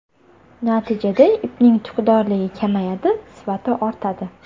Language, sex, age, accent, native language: Uzbek, female, 18-24, Toshkent shahri, Uzbek